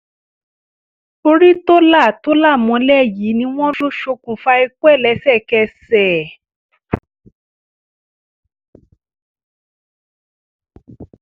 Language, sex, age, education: Yoruba, female, 15-29, tertiary